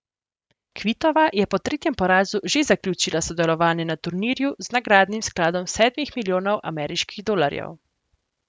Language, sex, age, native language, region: Slovenian, female, 18-29, Slovenian, Central Slovenia